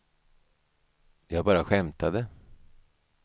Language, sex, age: Swedish, male, 55